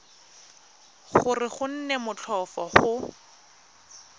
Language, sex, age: Tswana, female, 22